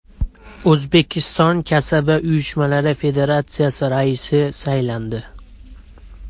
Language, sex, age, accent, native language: Uzbek, male, 19-29, Andijon, Uzbek